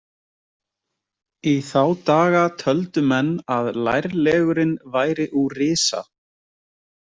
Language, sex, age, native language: Icelandic, male, 20-29, Icelandic